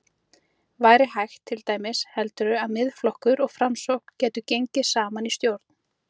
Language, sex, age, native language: Icelandic, female, 30-39, Icelandic